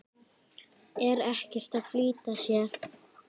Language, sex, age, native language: Icelandic, female, 10, Icelandic